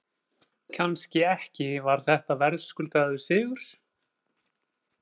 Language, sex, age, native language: Icelandic, male, 40-49, Icelandic